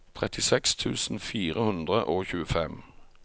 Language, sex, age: Norwegian, male, 45